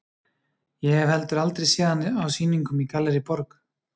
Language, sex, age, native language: Icelandic, male, 30-39, Icelandic